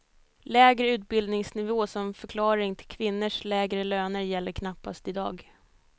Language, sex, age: Swedish, female, 22